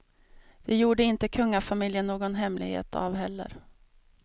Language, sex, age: Swedish, female, 32